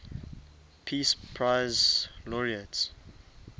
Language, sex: English, male